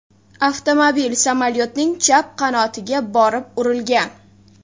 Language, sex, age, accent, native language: Uzbek, female, 18-24, Toshkent shahri, Uzbek